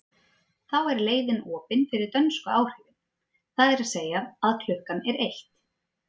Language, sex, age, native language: Icelandic, female, 30-39, Icelandic